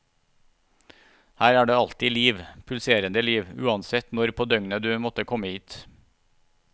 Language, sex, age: Norwegian, male, 41